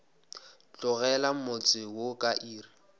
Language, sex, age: Northern Sotho, male, 26